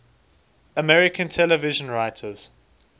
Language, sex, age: English, male, 19